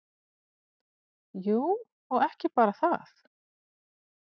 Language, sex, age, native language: Icelandic, female, 40-49, Icelandic